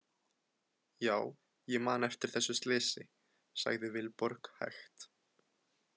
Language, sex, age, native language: Icelandic, male, 20-29, Icelandic